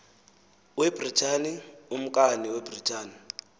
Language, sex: Xhosa, male